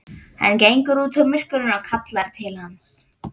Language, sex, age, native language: Icelandic, female, 11, Icelandic